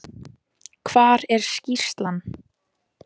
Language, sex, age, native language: Icelandic, female, 14, Icelandic